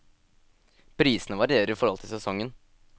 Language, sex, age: Norwegian, male, 18